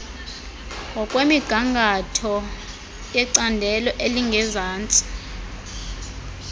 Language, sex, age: Xhosa, female, 23